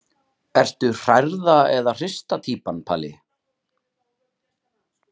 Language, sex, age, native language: Icelandic, male, 30-39, Icelandic